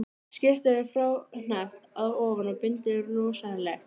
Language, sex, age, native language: Icelandic, female, 13, Icelandic